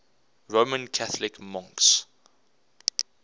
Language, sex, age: English, male, 24